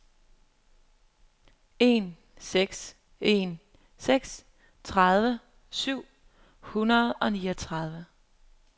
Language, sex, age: Danish, female, 23